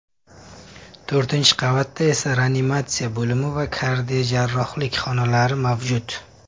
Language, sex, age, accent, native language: Uzbek, male, 25-34, Samarqand, Uzbek